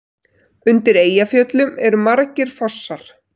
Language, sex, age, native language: Icelandic, female, 30-39, Icelandic